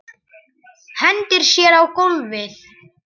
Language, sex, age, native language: Icelandic, male, 10, Icelandic